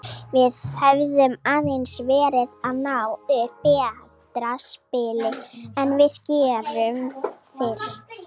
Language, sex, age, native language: Icelandic, female, 40-49, Icelandic